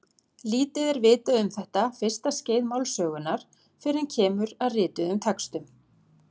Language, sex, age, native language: Icelandic, female, 40-49, Icelandic